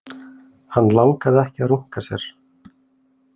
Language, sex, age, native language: Icelandic, male, 20-29, Icelandic